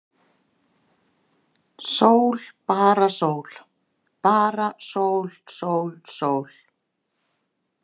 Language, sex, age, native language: Icelandic, female, 60-69, Icelandic